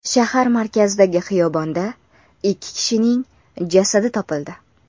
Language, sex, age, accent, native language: Uzbek, female, under 19, Andijon, Uzbek